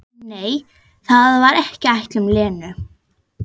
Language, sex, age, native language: Icelandic, female, 11, Icelandic